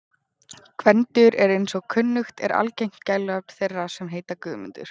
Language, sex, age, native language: Icelandic, female, 20-29, Icelandic